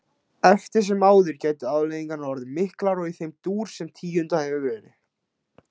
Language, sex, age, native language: Icelandic, male, 16, Icelandic